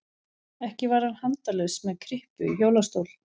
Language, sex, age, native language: Icelandic, female, 11, Icelandic